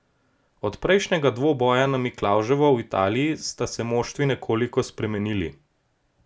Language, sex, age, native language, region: Slovenian, male, 18-29, Slovenian, Gorenjska region